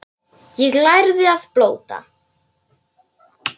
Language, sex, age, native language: Icelandic, male, 9, Polish